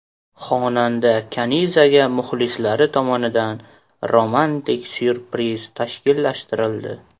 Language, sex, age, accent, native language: Uzbek, male, 18-24, Qashqadaryo, Uzbek